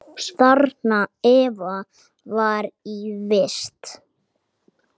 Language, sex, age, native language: Icelandic, male, 8, Icelandic